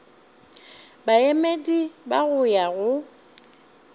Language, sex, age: Northern Sotho, female, 30